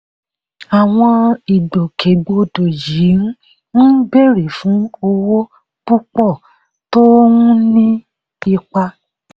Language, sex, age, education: Yoruba, female, 30-45, tertiary